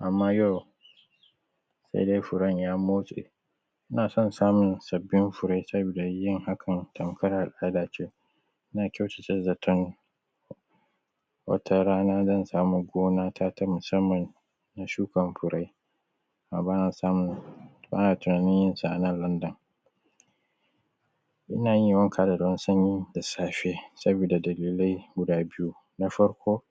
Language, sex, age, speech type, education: Hausa, male, 30-45, spontaneous, primary